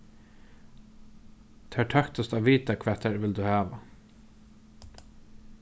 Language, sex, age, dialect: Faroese, male, 15-35, Norðurstreymoy/Eysturoy